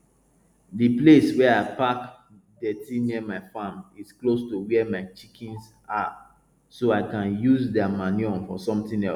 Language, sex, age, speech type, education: Nigerian Pidgin, male, 30-45, spontaneous, tertiary